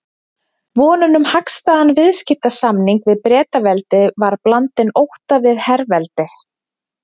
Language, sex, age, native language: Icelandic, female, 20-29, Icelandic